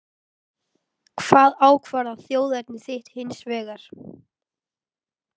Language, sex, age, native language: Icelandic, male, 12, Icelandic